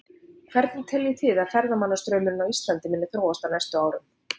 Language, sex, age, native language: Icelandic, female, 50-59, Icelandic